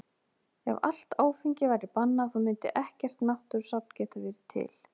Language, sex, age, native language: Icelandic, female, 30-39, Icelandic